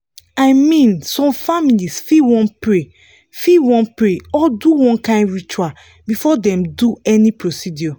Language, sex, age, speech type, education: Nigerian Pidgin, female, 15-29, spontaneous, tertiary